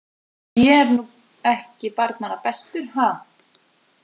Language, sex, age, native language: Icelandic, female, 40-49, Icelandic